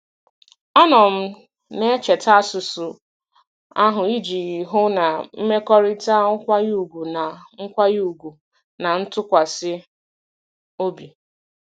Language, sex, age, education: Igbo, female, 15-29, tertiary